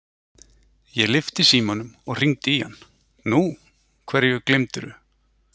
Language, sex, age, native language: Icelandic, male, 40-49, Icelandic